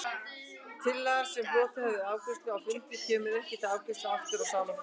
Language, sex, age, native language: Icelandic, female, 60-69, Icelandic